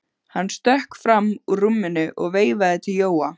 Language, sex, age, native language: Icelandic, female, 15, Icelandic